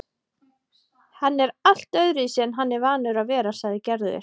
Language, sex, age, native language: Icelandic, female, 30-39, Icelandic